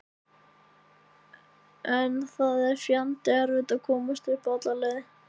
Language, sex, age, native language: Icelandic, male, 13, Icelandic